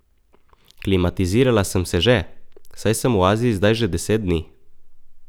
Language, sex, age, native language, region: Slovenian, male, 18-29, Slovenian, Coastal Karst region